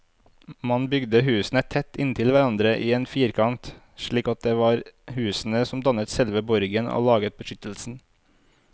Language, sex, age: Norwegian, male, 25